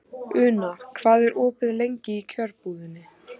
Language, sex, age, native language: Icelandic, female, 14, Icelandic